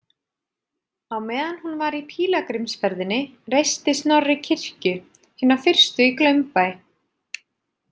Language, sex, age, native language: Icelandic, female, 30-39, Icelandic